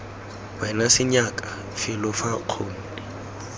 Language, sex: Tswana, male